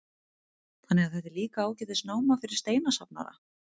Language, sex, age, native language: Icelandic, female, 30-39, Icelandic